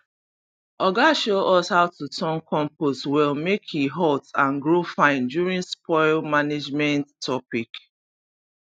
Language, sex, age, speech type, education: Nigerian Pidgin, female, 30-45, spontaneous, tertiary